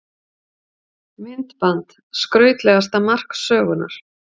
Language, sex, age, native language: Icelandic, female, 50-59, Icelandic